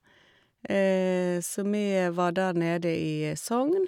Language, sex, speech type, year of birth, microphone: Norwegian, female, spontaneous, 1956, Shure